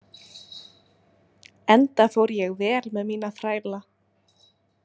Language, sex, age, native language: Icelandic, female, 20-29, Icelandic